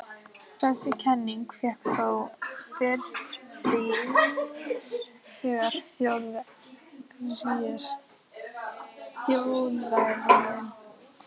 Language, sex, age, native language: Icelandic, female, 14, Icelandic